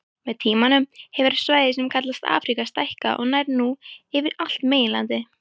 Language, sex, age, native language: Icelandic, female, 18-19, Icelandic